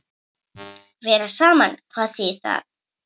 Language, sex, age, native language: Icelandic, female, 7, Icelandic